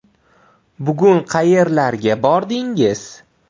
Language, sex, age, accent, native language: Uzbek, male, 18-24, Toshkent viloyati, Uzbek